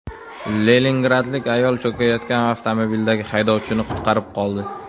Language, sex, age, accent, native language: Uzbek, male, 19-29, Toshkent viloyati, Uzbek